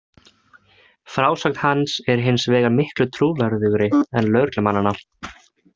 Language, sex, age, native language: Icelandic, male, 20-29, Icelandic